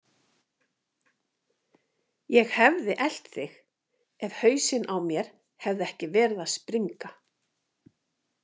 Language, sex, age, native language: Icelandic, female, 50-59, Icelandic